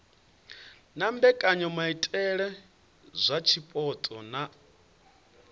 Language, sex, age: Venda, male, 28